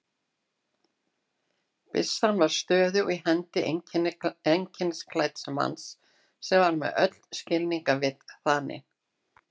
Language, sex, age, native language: Icelandic, female, 60-69, Icelandic